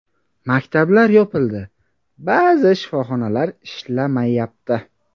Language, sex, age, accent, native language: Uzbek, male, 18-24, Buxoro, Uzbek